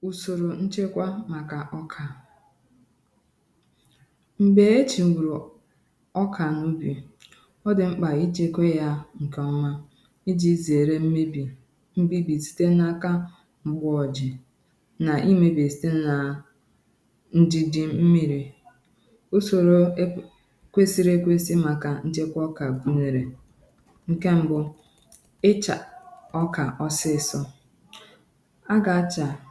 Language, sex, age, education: Igbo, female, 15-29, tertiary